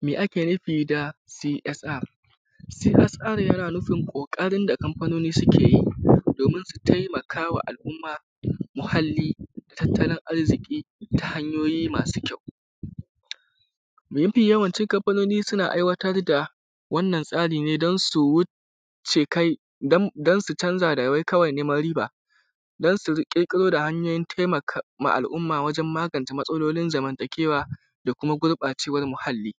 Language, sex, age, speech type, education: Hausa, male, 15-29, spontaneous, tertiary